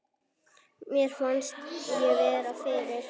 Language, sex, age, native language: Icelandic, female, 9, Icelandic